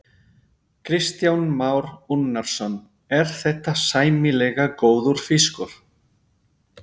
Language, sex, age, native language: Icelandic, male, 50-59, Spanish